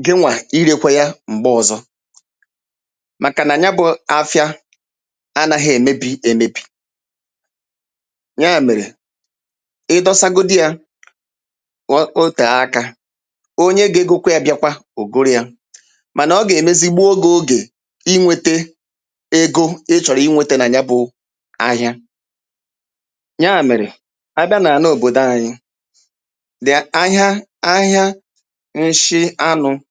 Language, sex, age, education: Igbo, male, 30-45, tertiary